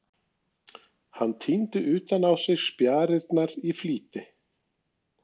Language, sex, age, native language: Icelandic, male, 40-49, Norwegian